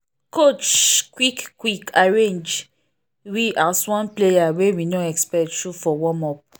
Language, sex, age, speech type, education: Nigerian Pidgin, female, 15-29, spontaneous, tertiary